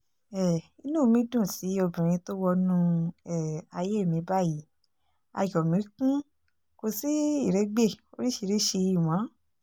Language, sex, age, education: Yoruba, female, 15-29, tertiary